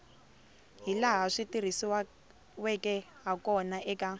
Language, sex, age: Tsonga, female, 22